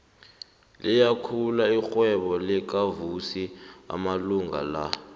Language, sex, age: South Ndebele, male, 18